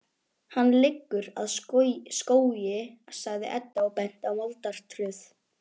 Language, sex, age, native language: Icelandic, male, 18-19, Icelandic